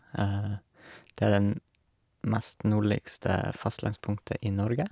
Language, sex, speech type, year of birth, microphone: Norwegian, male, spontaneous, 1986, Shure